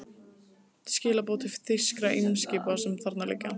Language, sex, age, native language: Icelandic, female, 15, Icelandic